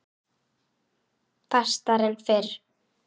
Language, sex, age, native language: Icelandic, female, 8, Icelandic